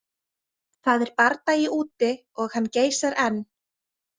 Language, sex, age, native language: Icelandic, female, 20-29, Icelandic